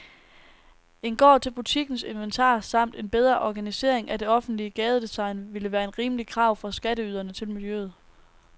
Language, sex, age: Danish, female, 19